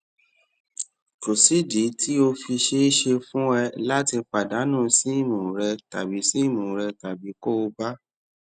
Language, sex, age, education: Yoruba, male, 30-45, tertiary